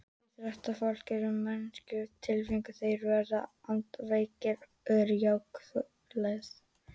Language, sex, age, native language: Icelandic, female, 18-19, Icelandic